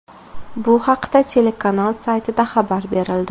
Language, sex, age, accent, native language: Uzbek, female, 18-24, Farg'ona, Uzbek